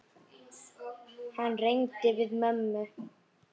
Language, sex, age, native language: Icelandic, female, 8, Icelandic